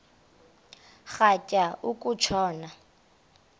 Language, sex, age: Xhosa, female, 32